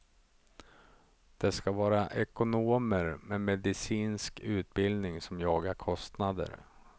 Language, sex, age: Swedish, male, 35